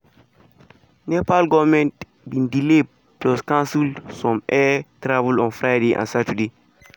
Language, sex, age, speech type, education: Nigerian Pidgin, male, 15-29, spontaneous, secondary